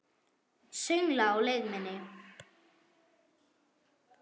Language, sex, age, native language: Icelandic, female, 8, German